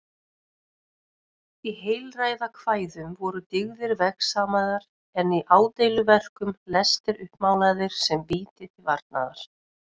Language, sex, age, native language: Icelandic, female, 30-39, Icelandic